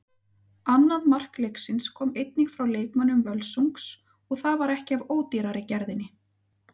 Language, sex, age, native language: Icelandic, female, 30-39, Icelandic